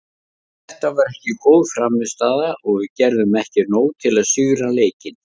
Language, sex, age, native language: Icelandic, male, 50-59, Icelandic